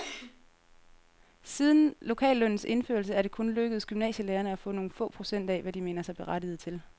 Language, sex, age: Danish, female, 30